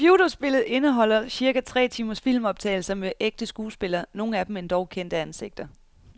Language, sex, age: Danish, female, 31